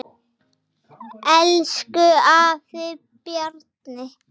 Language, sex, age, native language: Icelandic, female, 6, Icelandic